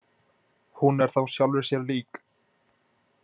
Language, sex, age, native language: Icelandic, male, 20-29, Icelandic